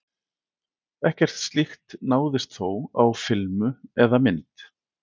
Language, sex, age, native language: Icelandic, male, 40-49, Icelandic